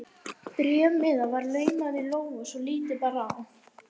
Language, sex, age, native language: Icelandic, female, 11, Icelandic